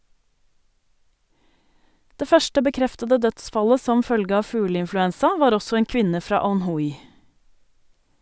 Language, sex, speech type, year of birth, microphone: Norwegian, female, read, 1971, Sennheiser